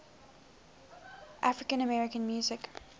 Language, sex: English, female